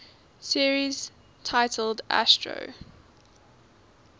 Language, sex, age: English, female, 19